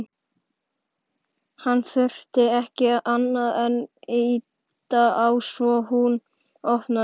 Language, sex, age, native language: Icelandic, male, 11, Icelandic